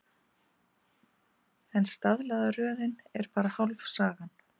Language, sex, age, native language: Icelandic, female, 50-59, Icelandic